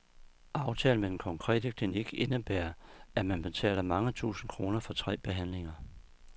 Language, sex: Danish, male